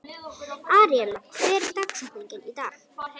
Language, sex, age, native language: Icelandic, female, 11, Icelandic